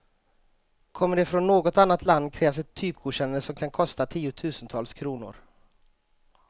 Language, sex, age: Swedish, male, 35